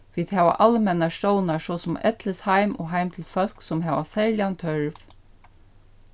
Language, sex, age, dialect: Faroese, female, 36-60, Suðurstreymoy